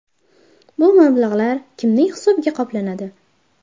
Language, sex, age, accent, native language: Uzbek, female, under 19, Farg'ona, Uzbek